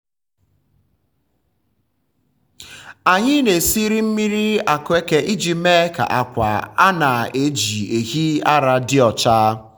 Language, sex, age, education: Igbo, male, 15-29, tertiary